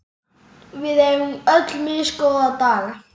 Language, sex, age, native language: Icelandic, male, 10, Icelandic